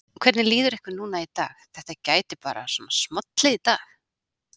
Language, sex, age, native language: Icelandic, female, 40-49, Icelandic